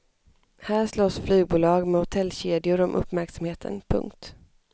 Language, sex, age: Swedish, male, 25